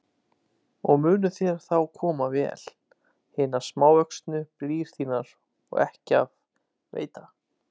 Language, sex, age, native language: Icelandic, male, 20-29, Icelandic